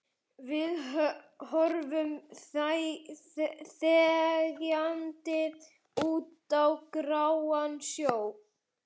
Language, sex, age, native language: Icelandic, male, 11, Icelandic